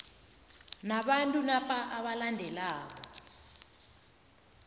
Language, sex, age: South Ndebele, female, 20